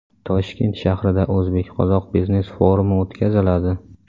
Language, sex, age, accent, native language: Uzbek, male, 18-24, Samarqand, Uzbek